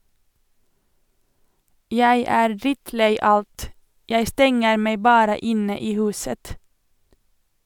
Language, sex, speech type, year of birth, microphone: Norwegian, female, read, 1987, Sennheiser